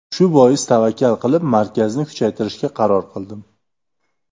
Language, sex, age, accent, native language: Uzbek, male, 25-34, Jizzax, Uzbek